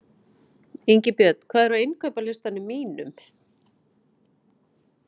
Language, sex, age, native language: Icelandic, female, 40-49, Icelandic